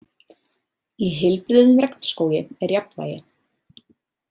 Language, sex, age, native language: Icelandic, female, 30-39, Icelandic